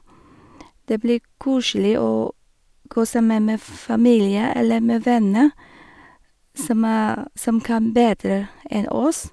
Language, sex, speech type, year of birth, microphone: Norwegian, female, spontaneous, 1973, Shure